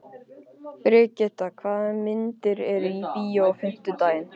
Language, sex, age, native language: Icelandic, male, 15, Icelandic